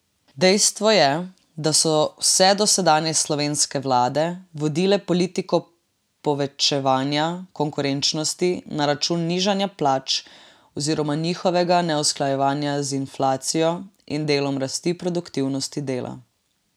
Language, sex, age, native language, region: Slovenian, female, 18-29, Slovenian, Drava region